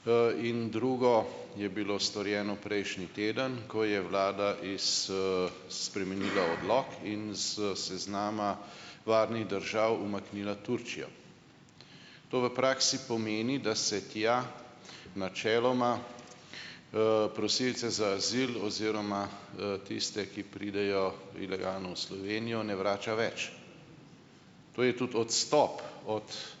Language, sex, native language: Slovenian, male, Slovenian